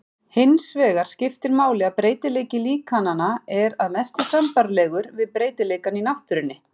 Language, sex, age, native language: Icelandic, female, 40-49, Icelandic